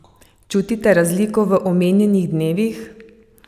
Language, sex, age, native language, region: Slovenian, female, 50-59, Slovenian, Savinja region